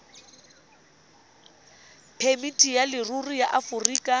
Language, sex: Tswana, female